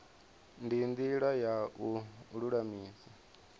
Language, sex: Venda, male